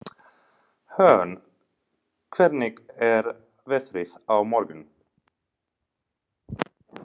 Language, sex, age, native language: Icelandic, male, 30-39, Finnish